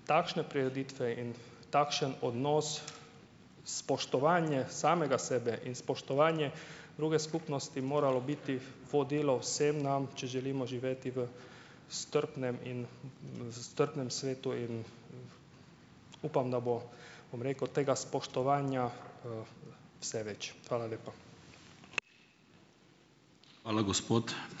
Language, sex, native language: Slovenian, male, Hungarian